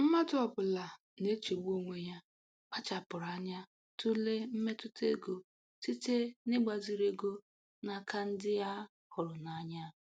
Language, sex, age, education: Igbo, female, 15-29, tertiary